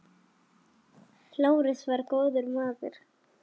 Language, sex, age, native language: Icelandic, female, 7, Icelandic